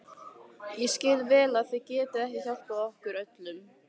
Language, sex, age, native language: Icelandic, female, 15, Icelandic